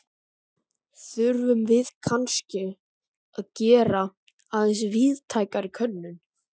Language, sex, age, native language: Icelandic, male, 13, Icelandic